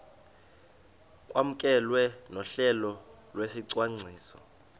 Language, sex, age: Xhosa, male, 33